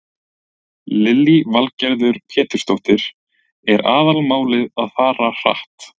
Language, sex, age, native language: Icelandic, male, 20-29, Icelandic